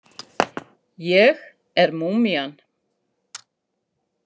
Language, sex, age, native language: Icelandic, female, 50-59, Icelandic